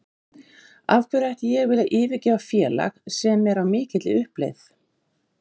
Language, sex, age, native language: Icelandic, female, 50-59, Icelandic